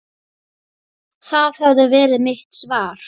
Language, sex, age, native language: Icelandic, female, 8, Icelandic